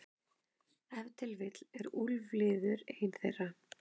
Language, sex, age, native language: Icelandic, female, 30-39, Icelandic